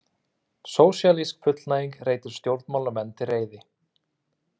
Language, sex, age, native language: Icelandic, male, 30-39, Icelandic